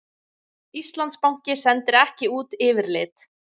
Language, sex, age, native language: Icelandic, female, 20-29, Icelandic